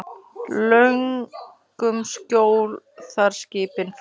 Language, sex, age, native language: Icelandic, female, 10, Icelandic